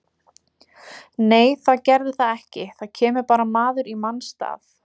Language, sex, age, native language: Icelandic, female, 20-29, Icelandic